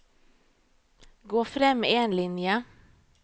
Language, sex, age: Norwegian, female, 38